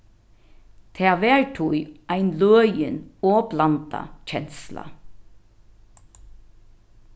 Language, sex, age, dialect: Faroese, female, 36-60, Norðurstreymoy/Eysturoy